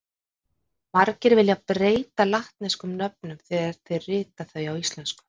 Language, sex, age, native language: Icelandic, female, 50-59, Icelandic